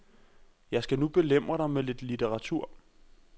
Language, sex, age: Danish, male, 26